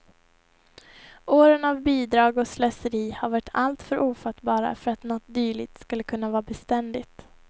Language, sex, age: Swedish, female, 21